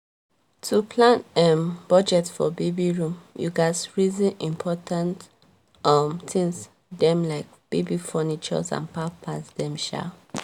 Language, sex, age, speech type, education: Nigerian Pidgin, female, 15-29, spontaneous, tertiary